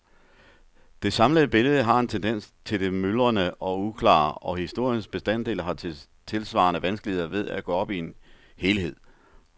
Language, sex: Danish, male